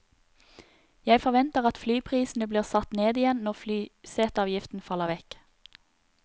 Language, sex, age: Norwegian, female, 30